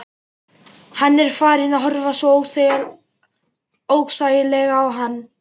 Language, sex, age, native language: Icelandic, male, 11, Icelandic